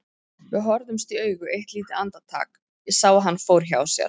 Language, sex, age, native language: Icelandic, female, 30-39, Icelandic